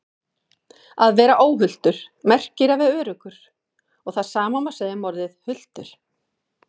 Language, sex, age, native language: Icelandic, female, 40-49, Icelandic